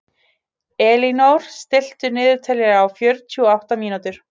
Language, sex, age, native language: Icelandic, female, 30-39, Icelandic